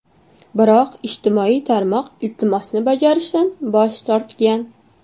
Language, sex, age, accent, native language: Uzbek, female, 19-29, Toshkent shahri, Uzbek